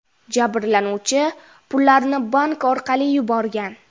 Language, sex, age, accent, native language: Uzbek, female, 12-17, Jizzax, Uzbek